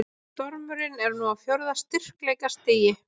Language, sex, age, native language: Icelandic, female, 20-29, Icelandic